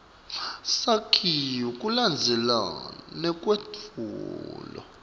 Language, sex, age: Swati, male, 24